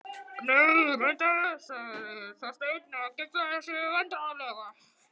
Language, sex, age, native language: Icelandic, male, 12, Icelandic